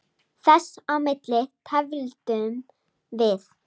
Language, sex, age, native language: Icelandic, female, 7, Icelandic